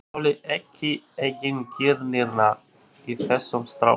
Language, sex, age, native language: Icelandic, male, 40-49, Albanian